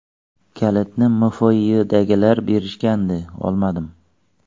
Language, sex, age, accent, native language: Uzbek, male, 25-34, Xorazm, Uzbek